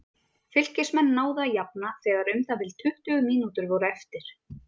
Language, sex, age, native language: Icelandic, female, 30-39, Icelandic